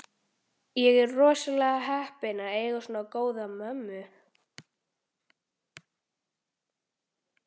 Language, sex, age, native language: Icelandic, male, 13, Icelandic